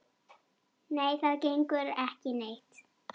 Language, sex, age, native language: Icelandic, female, 8, Icelandic